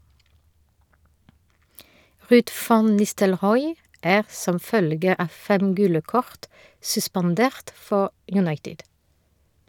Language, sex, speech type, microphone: Norwegian, female, read, Shure